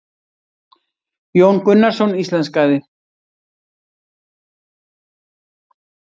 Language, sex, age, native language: Icelandic, female, 60-69, Icelandic